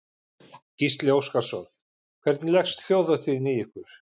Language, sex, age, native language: Icelandic, male, 50-59, Icelandic